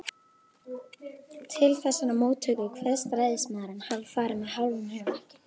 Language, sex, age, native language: Icelandic, female, 12, Icelandic